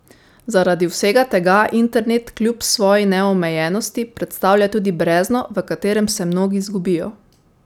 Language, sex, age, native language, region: Slovenian, female, 18-29, Slovenian, Savinja region